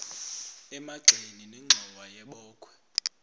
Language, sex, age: Xhosa, male, 20